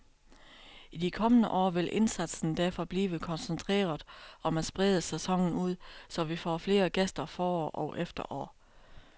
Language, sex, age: Danish, female, 32